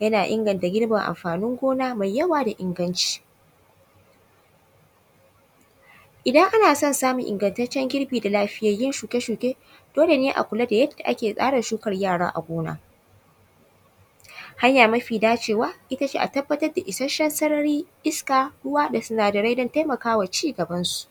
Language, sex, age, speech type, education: Hausa, female, 15-29, spontaneous, tertiary